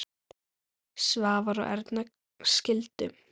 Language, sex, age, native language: Icelandic, female, 9, Icelandic